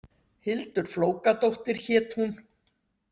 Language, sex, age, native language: Icelandic, female, 60-69, Icelandic